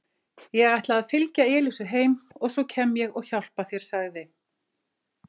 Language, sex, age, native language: Icelandic, female, 50-59, Icelandic